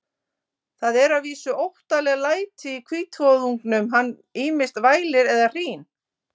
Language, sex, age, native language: Icelandic, female, 50-59, Icelandic